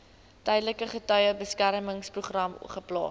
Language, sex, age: Afrikaans, female, 19